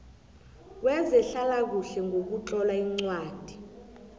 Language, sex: South Ndebele, female